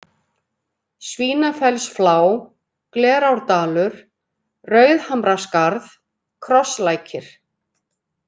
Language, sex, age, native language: Icelandic, female, 50-59, Icelandic